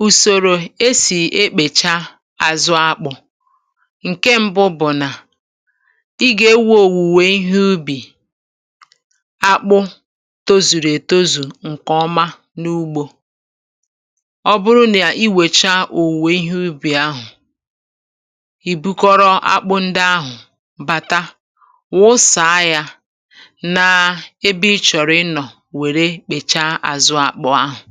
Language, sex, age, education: Igbo, male, 30-45, tertiary